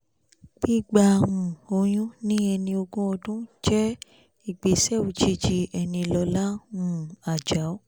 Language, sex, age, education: Yoruba, female, 15-29, tertiary